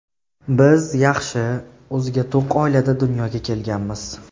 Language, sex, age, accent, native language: Uzbek, male, 18-24, Jizzax, Uzbek